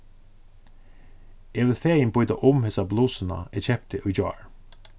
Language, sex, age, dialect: Faroese, male, 36-60, Suðurstreymoy